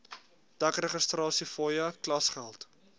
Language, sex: Afrikaans, male